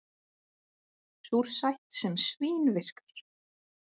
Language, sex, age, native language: Icelandic, female, 20-29, Icelandic